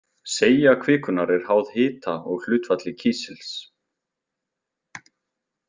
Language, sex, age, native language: Icelandic, male, 20-29, Icelandic